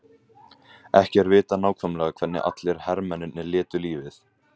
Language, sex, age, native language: Icelandic, male, 18-19, Icelandic